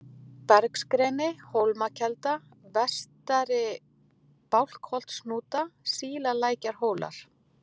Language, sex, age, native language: Icelandic, female, 40-49, Icelandic